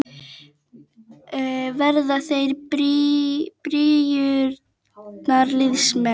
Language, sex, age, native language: Icelandic, female, 12, Icelandic